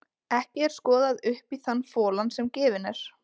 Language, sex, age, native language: Icelandic, female, 20-29, Icelandic